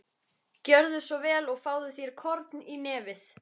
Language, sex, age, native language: Icelandic, female, 13, Icelandic